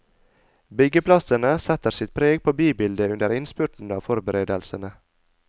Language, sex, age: Norwegian, male, 22